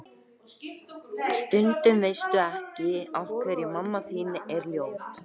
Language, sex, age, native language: Icelandic, female, 18-19, Icelandic